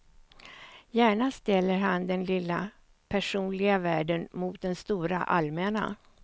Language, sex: Swedish, female